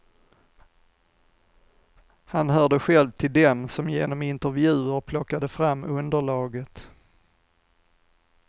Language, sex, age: Swedish, male, 45